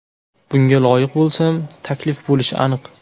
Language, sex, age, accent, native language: Uzbek, male, 18-24, Surxondaryo, Uzbek